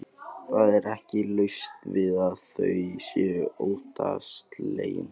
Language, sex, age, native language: Icelandic, male, 18-19, Icelandic